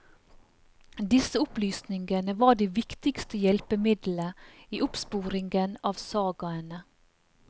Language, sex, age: Norwegian, female, 44